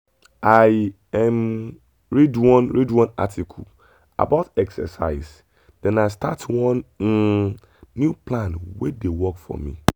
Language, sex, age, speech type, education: Nigerian Pidgin, male, 30-45, spontaneous, tertiary